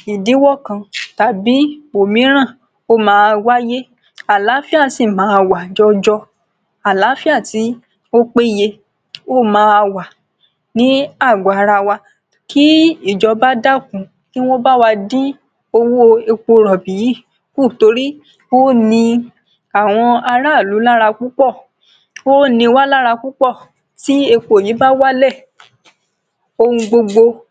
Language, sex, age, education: Yoruba, female, 46-60, secondary